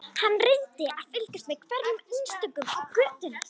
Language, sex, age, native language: Icelandic, female, 13, Icelandic